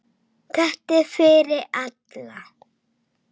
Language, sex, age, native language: Icelandic, female, 6, Icelandic